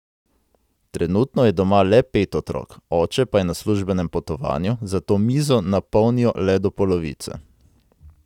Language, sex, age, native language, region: Slovenian, male, 18-29, Slovenian, Central Slovenia